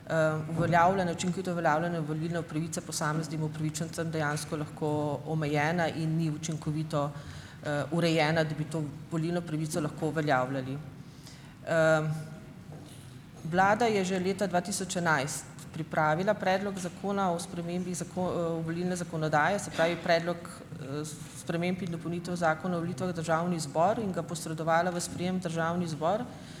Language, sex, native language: Slovenian, female, Slovenian